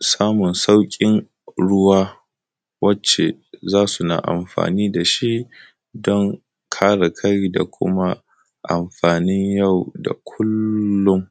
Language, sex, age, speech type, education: Hausa, male, 15-29, spontaneous, tertiary